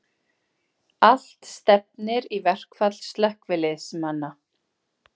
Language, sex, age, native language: Icelandic, female, 40-49, Icelandic